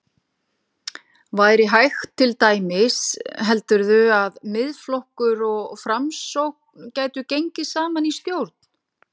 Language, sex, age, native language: Icelandic, female, 50-59, Icelandic